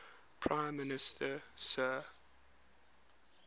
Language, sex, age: English, male, 21